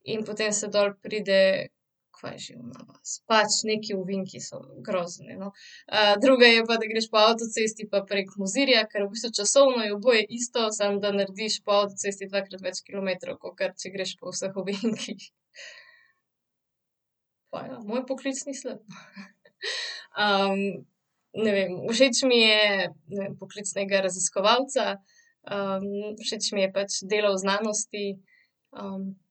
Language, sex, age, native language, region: Slovenian, female, 30-49, Slovenian, Central Slovenia